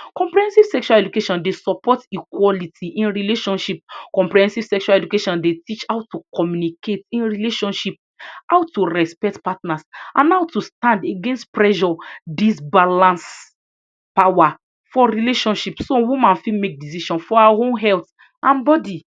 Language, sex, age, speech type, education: Nigerian Pidgin, female, 46-60, spontaneous, tertiary